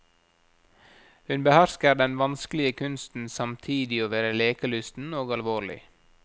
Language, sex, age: Norwegian, male, 37